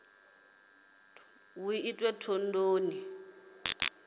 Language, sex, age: Venda, female, 30